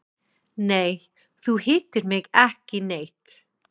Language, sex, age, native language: Icelandic, female, 40-49, English